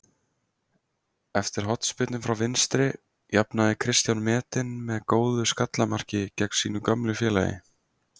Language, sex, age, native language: Icelandic, male, 20-29, Icelandic